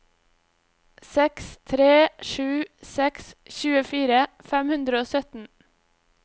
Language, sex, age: Norwegian, female, 26